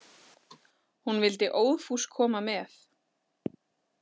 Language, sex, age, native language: Icelandic, female, 40-49, Icelandic